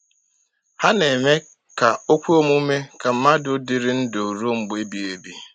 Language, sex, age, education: Igbo, male, 30-45, tertiary